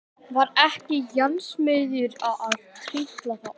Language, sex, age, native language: Icelandic, male, 11, Icelandic